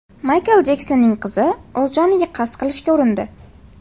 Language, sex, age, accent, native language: Uzbek, female, 18-24, Farg'ona, Uzbek